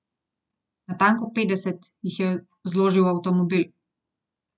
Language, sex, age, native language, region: Slovenian, female, 30-49, Slovenian, Gorenjska region